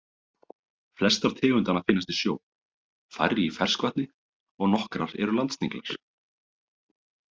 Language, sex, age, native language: Icelandic, male, 30-39, Icelandic